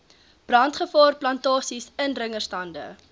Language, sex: Afrikaans, female